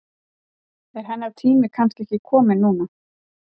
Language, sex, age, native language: Icelandic, female, 40-49, Icelandic